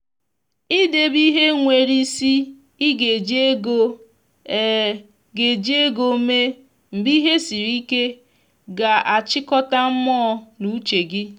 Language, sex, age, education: Igbo, female, 15-29, tertiary